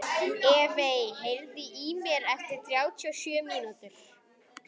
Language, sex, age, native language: Icelandic, female, 11, Icelandic